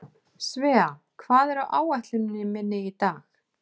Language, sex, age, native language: Icelandic, female, 40-49, Icelandic